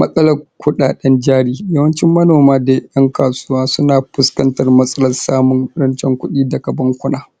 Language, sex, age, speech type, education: Hausa, male, 46-60, spontaneous, tertiary